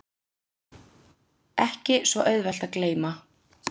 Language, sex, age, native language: Icelandic, female, 10, Icelandic